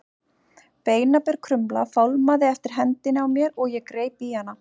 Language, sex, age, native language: Icelandic, female, 40-49, Icelandic